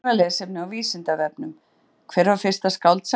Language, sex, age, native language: Icelandic, female, 40-49, Icelandic